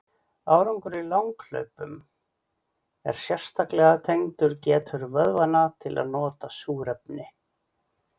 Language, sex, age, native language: Icelandic, male, 40-49, Icelandic